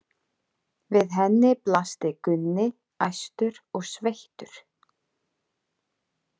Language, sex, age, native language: Icelandic, female, 30-39, Icelandic